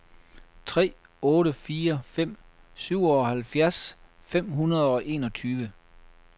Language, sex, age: Danish, male, 33